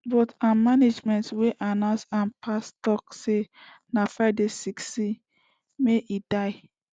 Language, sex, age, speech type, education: Nigerian Pidgin, female, 15-29, spontaneous, secondary